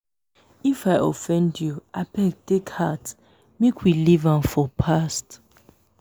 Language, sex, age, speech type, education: Nigerian Pidgin, female, 15-29, spontaneous, tertiary